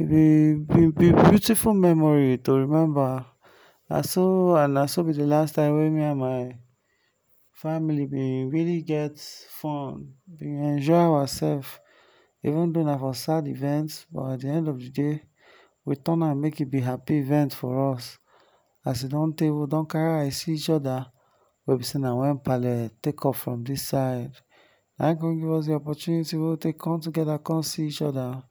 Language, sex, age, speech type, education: Nigerian Pidgin, male, 15-29, spontaneous, tertiary